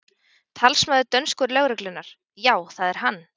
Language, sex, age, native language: Icelandic, female, 20-29, Icelandic